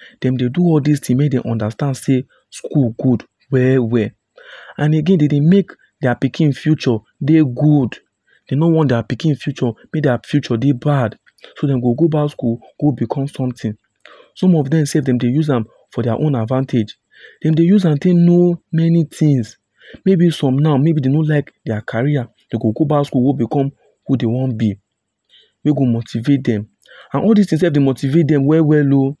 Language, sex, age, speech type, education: Nigerian Pidgin, male, 15-29, spontaneous, tertiary